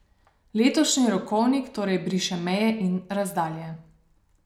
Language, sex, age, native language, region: Slovenian, female, 30-49, Slovenian, Savinja region